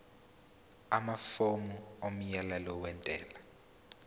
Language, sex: Zulu, male